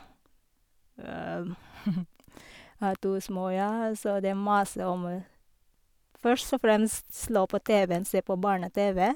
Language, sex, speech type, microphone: Norwegian, female, spontaneous, Sennheiser